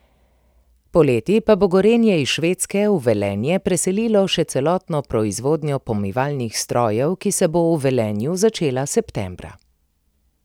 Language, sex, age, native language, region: Slovenian, female, 30-49, Slovenian, Primorsko-notranjska region